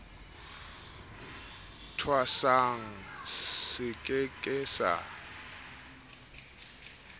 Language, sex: Southern Sotho, male